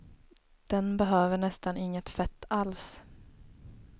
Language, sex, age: Swedish, female, 19